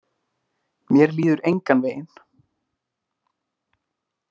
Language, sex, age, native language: Icelandic, male, 20-29, Icelandic